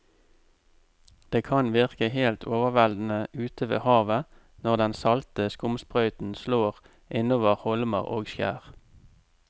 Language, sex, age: Norwegian, male, 44